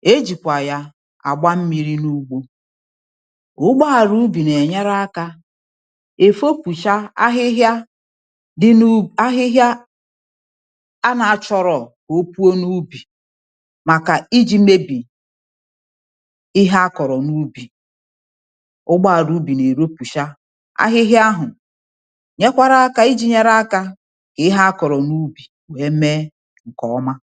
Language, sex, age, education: Igbo, female, 30-45, tertiary